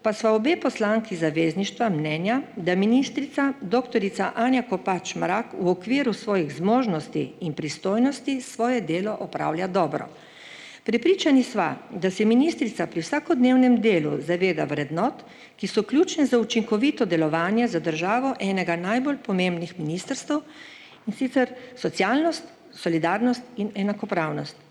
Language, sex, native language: Slovenian, female, Slovenian